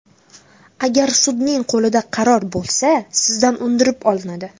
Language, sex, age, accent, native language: Uzbek, female, under 19, Jizzax, Uzbek